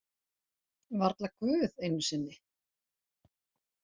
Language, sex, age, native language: Icelandic, female, 40-49, Icelandic